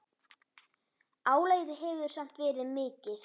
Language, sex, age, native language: Icelandic, female, 10, Icelandic